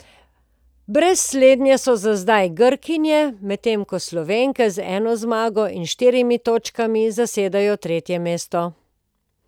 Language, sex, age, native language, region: Slovenian, female, 50-59, Slovenian, Posavska region